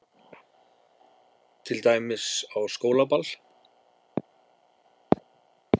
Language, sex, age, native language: Icelandic, male, 50-59, Icelandic